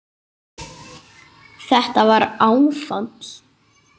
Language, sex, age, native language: Icelandic, male, 8, Icelandic